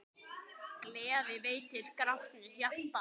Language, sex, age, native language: Icelandic, male, 10, Icelandic